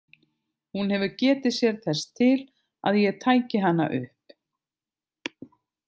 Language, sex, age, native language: Icelandic, other, 50-59, Icelandic